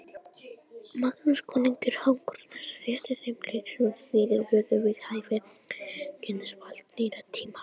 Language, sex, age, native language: Icelandic, female, 18-19, Icelandic